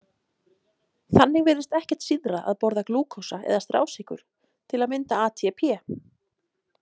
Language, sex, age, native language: Icelandic, female, 30-39, Icelandic